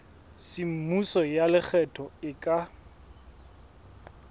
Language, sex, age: Southern Sotho, male, 21